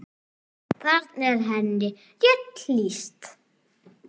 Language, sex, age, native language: Icelandic, male, 9, Icelandic